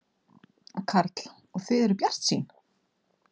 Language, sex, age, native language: Icelandic, female, 40-49, Icelandic